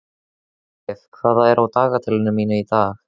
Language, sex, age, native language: Icelandic, male, 13, Icelandic